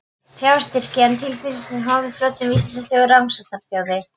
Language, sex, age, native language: Icelandic, female, 12, Polish